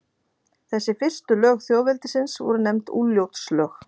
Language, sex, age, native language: Icelandic, female, 40-49, Icelandic